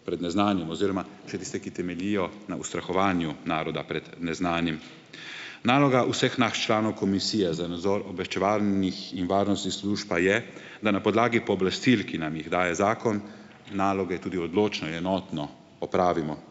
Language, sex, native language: Slovenian, male, Slovenian